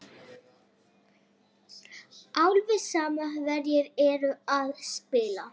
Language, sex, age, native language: Icelandic, female, 30-39, Icelandic